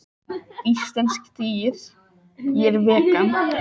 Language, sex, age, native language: Icelandic, female, 20-29, Icelandic